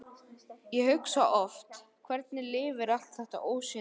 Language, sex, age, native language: Icelandic, male, 11, Icelandic